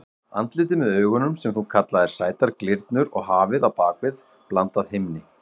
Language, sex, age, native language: Icelandic, male, 40-49, Icelandic